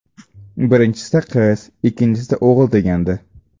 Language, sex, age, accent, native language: Uzbek, male, 18-24, Andijon, Uzbek